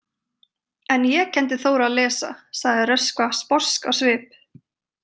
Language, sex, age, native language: Icelandic, female, 30-39, Icelandic